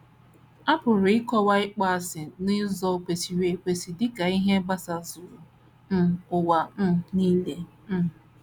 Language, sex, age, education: Igbo, female, 30-45, tertiary